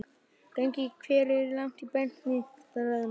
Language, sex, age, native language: Icelandic, male, 11, Icelandic